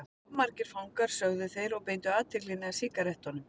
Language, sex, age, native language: Icelandic, female, 40-49, Icelandic